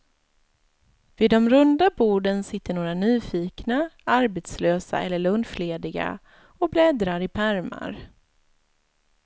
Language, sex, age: Swedish, female, 36